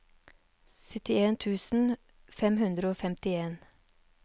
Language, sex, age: Norwegian, female, 39